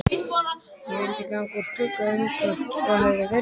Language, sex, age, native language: Icelandic, male, 11, Icelandic